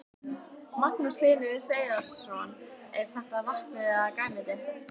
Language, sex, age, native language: Icelandic, female, 12, Icelandic